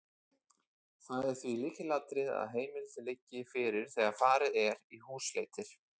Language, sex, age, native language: Icelandic, male, 20-29, Icelandic